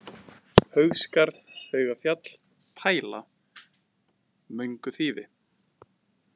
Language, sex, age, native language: Icelandic, male, 20-29, Icelandic